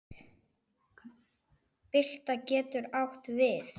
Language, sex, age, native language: Icelandic, male, 10, Icelandic